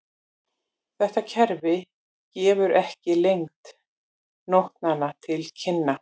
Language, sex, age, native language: Icelandic, female, 40-49, Icelandic